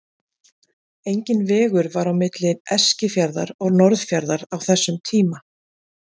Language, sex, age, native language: Icelandic, female, 40-49, Icelandic